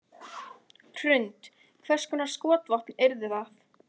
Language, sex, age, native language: Icelandic, female, 20-29, Icelandic